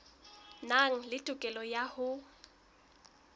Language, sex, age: Southern Sotho, female, 21